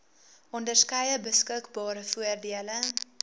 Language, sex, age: Afrikaans, female, 20